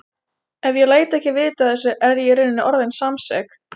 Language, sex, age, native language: Icelandic, female, 20-29, Icelandic